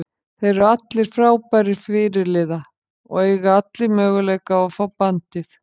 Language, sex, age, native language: Icelandic, female, 50-59, Icelandic